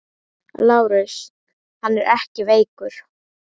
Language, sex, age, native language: Icelandic, female, 10, Icelandic